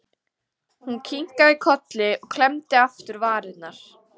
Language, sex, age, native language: Icelandic, female, 14, Icelandic